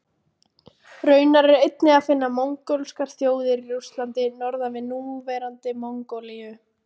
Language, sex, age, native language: Icelandic, female, 18-19, Icelandic